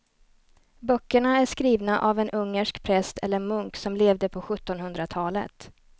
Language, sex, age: Swedish, female, 29